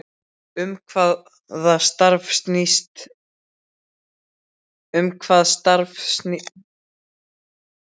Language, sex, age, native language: Icelandic, male, 12, Icelandic